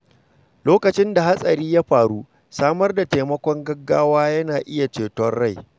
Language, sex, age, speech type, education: Hausa, male, 46-60, read, secondary